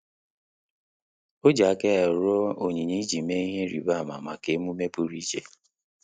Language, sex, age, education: Igbo, male, 30-45, tertiary